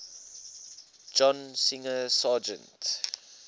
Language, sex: English, male